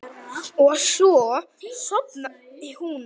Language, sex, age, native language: Icelandic, male, 9, Icelandic